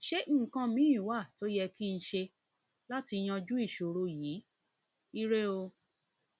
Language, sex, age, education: Yoruba, female, 30-45, tertiary